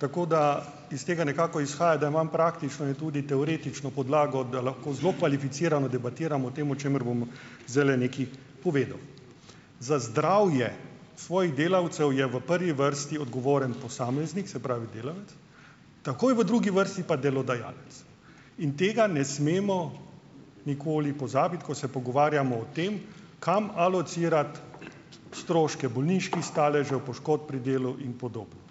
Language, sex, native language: Slovenian, male, Slovenian